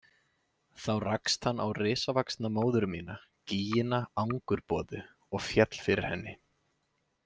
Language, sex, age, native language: Icelandic, male, 20-29, Icelandic